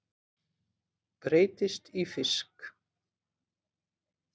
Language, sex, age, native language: Icelandic, female, 50-59, Icelandic